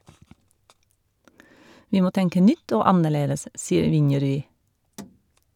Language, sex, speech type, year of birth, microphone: Norwegian, female, read, 1971, Shure